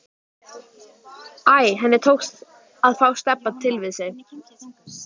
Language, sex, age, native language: Icelandic, female, 12, Icelandic